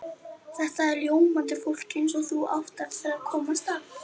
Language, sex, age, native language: Icelandic, female, 40-49, Icelandic